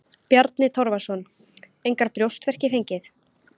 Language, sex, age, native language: Icelandic, female, 20-29, Icelandic